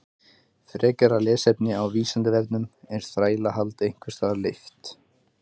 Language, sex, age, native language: Icelandic, male, 20-29, Icelandic